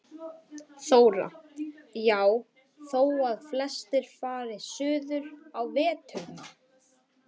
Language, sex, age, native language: Icelandic, male, 11, Icelandic